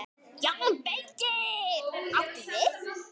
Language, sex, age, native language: Icelandic, female, 10, Icelandic